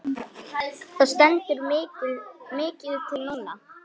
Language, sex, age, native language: Icelandic, male, 8, Icelandic